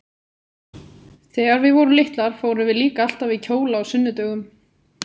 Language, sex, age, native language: Icelandic, female, 18-19, Icelandic